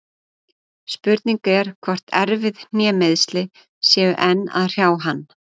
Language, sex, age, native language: Icelandic, female, 40-49, Icelandic